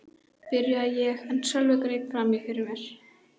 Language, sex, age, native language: Icelandic, female, 12, Icelandic